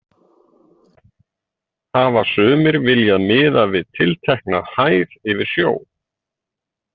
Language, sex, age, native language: Icelandic, male, 50-59, Icelandic